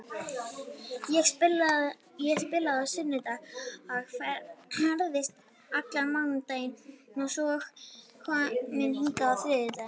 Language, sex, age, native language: Icelandic, female, 30-39, Icelandic